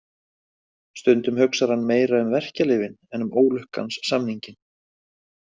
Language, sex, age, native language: Icelandic, male, 30-39, Icelandic